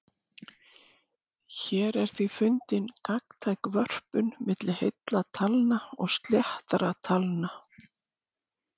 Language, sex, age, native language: Icelandic, female, 60-69, Icelandic